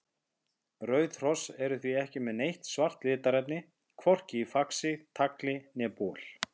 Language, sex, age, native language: Icelandic, male, 50-59, Icelandic